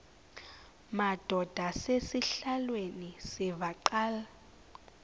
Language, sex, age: Xhosa, female, 20